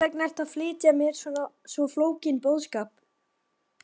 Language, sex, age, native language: Icelandic, male, 12, Icelandic